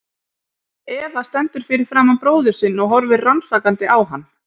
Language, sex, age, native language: Icelandic, female, 40-49, Icelandic